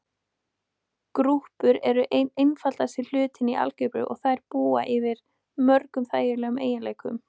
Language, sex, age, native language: Icelandic, female, 18-19, Icelandic